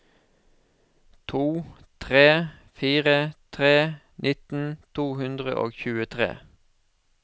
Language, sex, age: Norwegian, male, 36